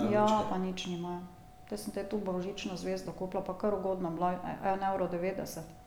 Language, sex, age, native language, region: Slovenian, female, 50-59, Slovenian, Drava region